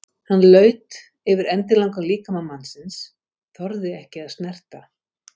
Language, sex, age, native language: Icelandic, female, 50-59, Icelandic